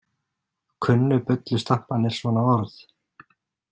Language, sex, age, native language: Icelandic, male, 30-39, Icelandic